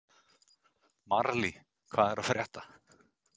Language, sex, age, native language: Icelandic, male, 30-39, Icelandic